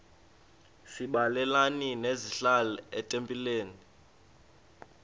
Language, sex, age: Xhosa, male, 33